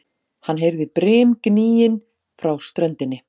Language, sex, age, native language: Icelandic, female, 40-49, Icelandic